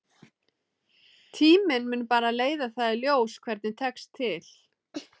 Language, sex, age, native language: Icelandic, female, 30-39, Icelandic